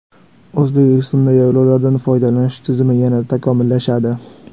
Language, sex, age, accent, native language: Uzbek, male, 18-24, Sirdaryo, Uzbek